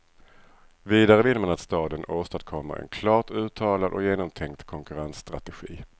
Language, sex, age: Swedish, male, 37